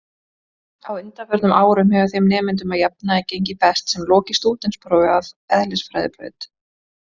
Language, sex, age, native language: Icelandic, female, 20-29, Icelandic